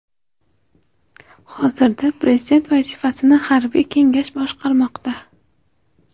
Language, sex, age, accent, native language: Uzbek, female, 18-24, Toshkent shahri, Uzbek